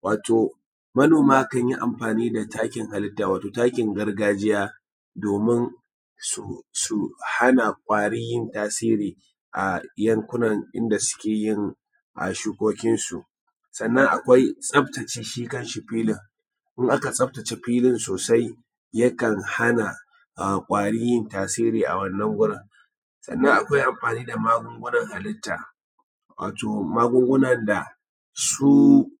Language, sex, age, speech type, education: Hausa, male, 30-45, spontaneous, tertiary